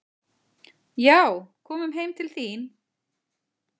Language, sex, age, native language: Icelandic, female, 40-49, Icelandic